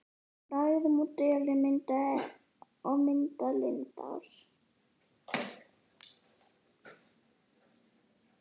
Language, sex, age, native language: Icelandic, female, 11, Icelandic